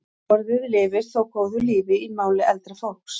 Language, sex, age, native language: Icelandic, female, 40-49, Icelandic